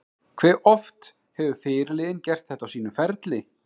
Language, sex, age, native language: Icelandic, male, 30-39, Icelandic